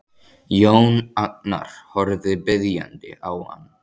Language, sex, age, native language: Icelandic, male, 14, Icelandic